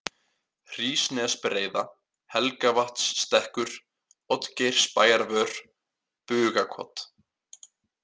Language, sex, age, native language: Icelandic, male, 18-19, Icelandic